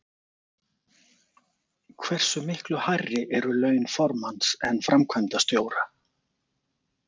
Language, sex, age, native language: Icelandic, male, 40-49, Icelandic